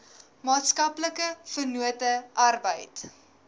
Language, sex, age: Afrikaans, female, 19